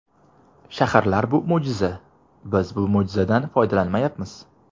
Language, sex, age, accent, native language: Uzbek, male, 19-29, Toshkent viloyati, Uzbek